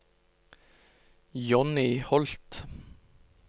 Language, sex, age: Norwegian, male, 29